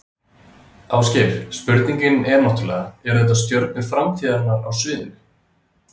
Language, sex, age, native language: Icelandic, male, 30-39, Icelandic